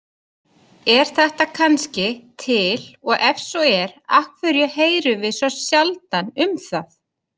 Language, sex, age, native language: Icelandic, female, 30-39, Icelandic